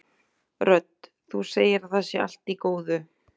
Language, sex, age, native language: Icelandic, female, 30-39, Icelandic